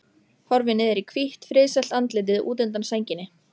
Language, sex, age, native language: Icelandic, female, 14, Icelandic